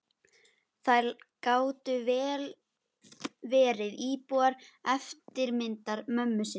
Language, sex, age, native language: Icelandic, female, 11, Icelandic